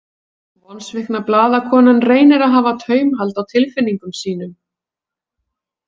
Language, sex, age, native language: Icelandic, female, 40-49, Icelandic